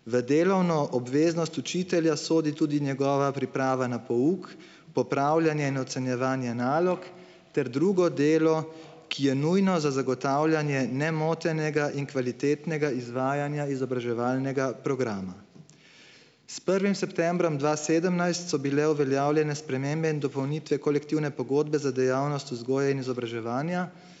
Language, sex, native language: Slovenian, male, Slovenian